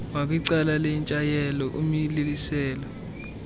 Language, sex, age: Xhosa, male, 21